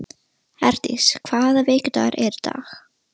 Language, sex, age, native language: Icelandic, female, 13, Russian